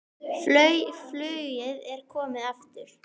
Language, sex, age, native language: Icelandic, male, 10, Icelandic